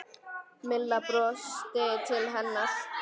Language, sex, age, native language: Icelandic, female, 10, Icelandic